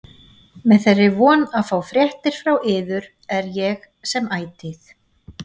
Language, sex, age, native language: Icelandic, female, 40-49, Icelandic